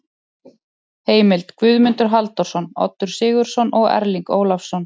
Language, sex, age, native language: Icelandic, male, 30-39, Icelandic